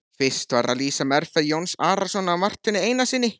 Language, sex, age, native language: Icelandic, male, 14, Icelandic